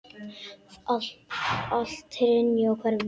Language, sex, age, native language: Icelandic, male, 10, Icelandic